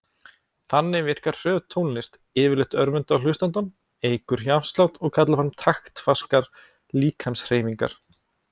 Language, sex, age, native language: Icelandic, male, 20-29, Icelandic